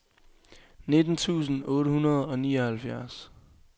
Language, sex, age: Danish, male, 22